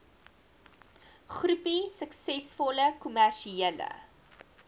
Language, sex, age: Afrikaans, female, 19